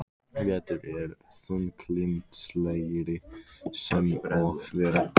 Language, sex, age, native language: Icelandic, male, 15, Icelandic